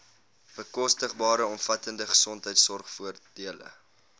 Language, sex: Afrikaans, male